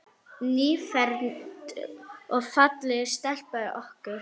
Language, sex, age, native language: Icelandic, female, 10, Arabic